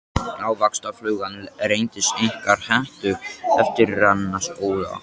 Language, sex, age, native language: Icelandic, male, 13, Icelandic